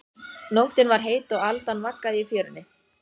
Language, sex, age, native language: Icelandic, female, 14, Icelandic